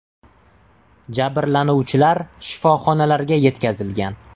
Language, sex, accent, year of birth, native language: Uzbek, male, Toshkent shahri, 1999, Uzbek